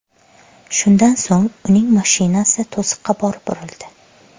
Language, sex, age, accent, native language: Uzbek, female, 25-34, Qashqadaryo, Uzbek